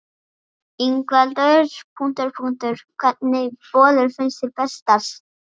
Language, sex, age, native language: Icelandic, female, 40-49, Icelandic